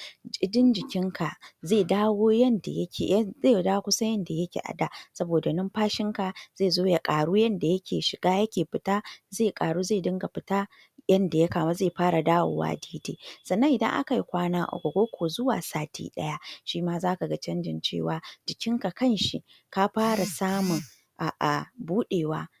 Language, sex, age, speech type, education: Hausa, female, 46-60, spontaneous, tertiary